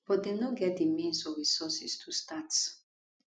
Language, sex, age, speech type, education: Nigerian Pidgin, female, 15-29, spontaneous, tertiary